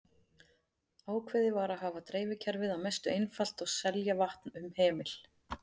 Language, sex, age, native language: Icelandic, female, 40-49, Icelandic